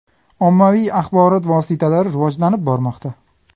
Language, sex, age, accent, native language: Uzbek, male, 25-34, Farg'ona, Uzbek